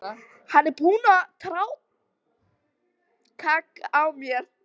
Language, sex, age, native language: Icelandic, female, 13, Icelandic